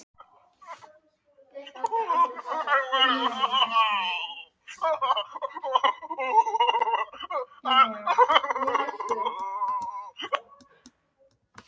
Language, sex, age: Icelandic, other, 18-19